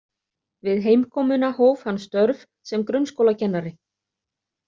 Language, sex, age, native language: Icelandic, other, 30-39, Icelandic